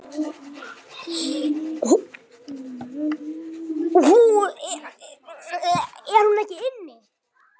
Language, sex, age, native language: Icelandic, male, 8, Icelandic